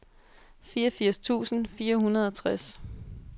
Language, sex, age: Danish, female, 22